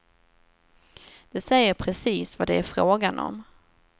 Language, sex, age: Swedish, female, 27